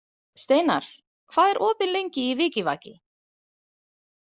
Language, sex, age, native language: Icelandic, female, 30-39, Icelandic